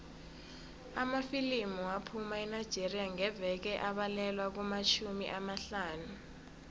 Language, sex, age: South Ndebele, female, 22